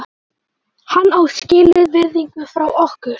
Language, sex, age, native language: Icelandic, male, 18-19, Icelandic